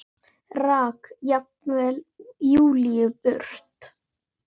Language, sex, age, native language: Icelandic, male, 10, Icelandic